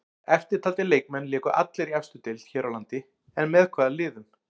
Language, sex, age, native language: Icelandic, male, 40-49, Icelandic